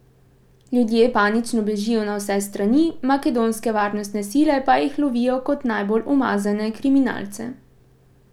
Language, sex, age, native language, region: Slovenian, female, 18-29, Slovenian, Pomurje region